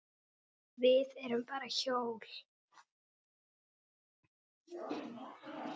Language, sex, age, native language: Icelandic, female, 8, Icelandic